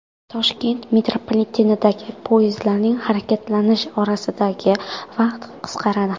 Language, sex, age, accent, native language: Uzbek, female, 19-29, Qoraqalpog'iston, Karakalpak